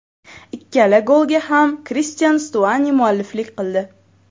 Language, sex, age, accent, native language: Uzbek, female, 12-17, Farg'ona, Uzbek